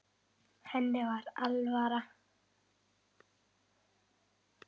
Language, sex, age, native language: Icelandic, male, 10, Icelandic